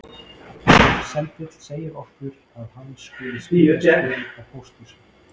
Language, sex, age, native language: Icelandic, male, 30-39, Icelandic